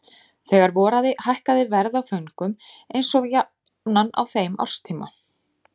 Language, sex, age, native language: Icelandic, female, 30-39, Icelandic